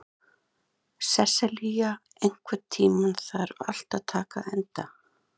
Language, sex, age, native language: Icelandic, other, 30-39, Icelandic